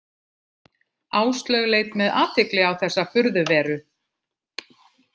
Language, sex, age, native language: Icelandic, other, 50-59, Icelandic